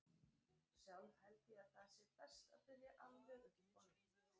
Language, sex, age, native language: Icelandic, female, 40-49, Icelandic